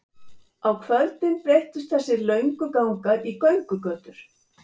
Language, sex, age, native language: Icelandic, female, 70-79, Icelandic